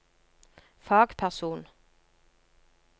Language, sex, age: Norwegian, female, 39